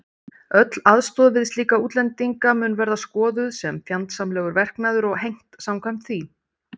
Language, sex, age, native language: Icelandic, female, 30-39, Icelandic